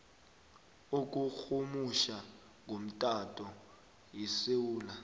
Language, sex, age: South Ndebele, male, 21